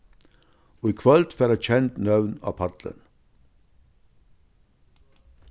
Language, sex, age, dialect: Faroese, male, 61+, Vágar